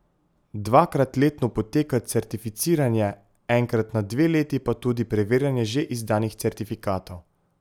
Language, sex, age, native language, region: Slovenian, male, 18-29, Slovenian, Pomurje region